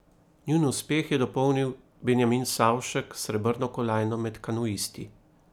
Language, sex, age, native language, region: Slovenian, male, 30-49, Slovenian, Primorsko-notranjska region